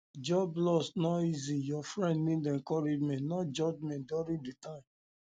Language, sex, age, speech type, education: Nigerian Pidgin, male, 30-45, spontaneous, tertiary